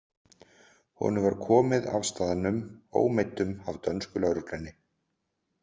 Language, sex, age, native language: Icelandic, male, 40-49, Icelandic